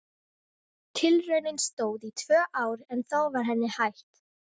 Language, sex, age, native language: Icelandic, female, 13, Icelandic